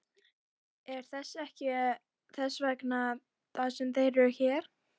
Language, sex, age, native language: Icelandic, female, 12, Icelandic